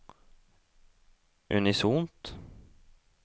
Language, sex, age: Norwegian, male, 18